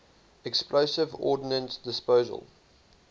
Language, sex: English, male